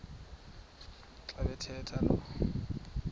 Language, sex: Xhosa, male